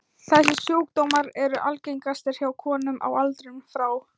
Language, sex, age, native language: Icelandic, female, 13, Thai